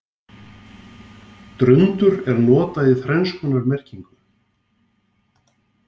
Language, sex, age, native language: Icelandic, male, 50-59, Icelandic